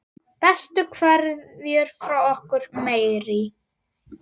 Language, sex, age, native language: Icelandic, male, 9, Icelandic